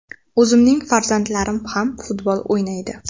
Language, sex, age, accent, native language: Uzbek, female, 18-24, Toshkent shahri, Uzbek